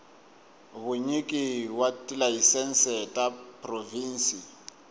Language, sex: Tsonga, male